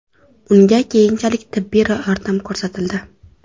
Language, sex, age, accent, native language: Uzbek, female, under 19, Toshkent viloyati, Uzbek